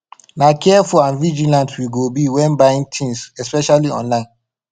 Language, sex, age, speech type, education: Nigerian Pidgin, male, 15-29, spontaneous, tertiary